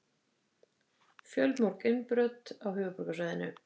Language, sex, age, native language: Icelandic, female, 50-59, Icelandic